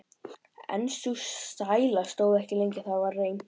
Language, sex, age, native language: Icelandic, male, 12, Icelandic